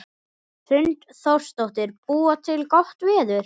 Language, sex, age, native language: Icelandic, male, 11, Icelandic